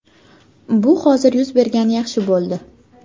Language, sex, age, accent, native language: Uzbek, female, 25-34, Jizzax, Uzbek